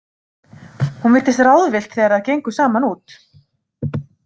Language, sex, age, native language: Icelandic, female, 30-39, Icelandic